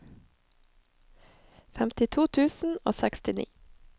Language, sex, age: Norwegian, female, 25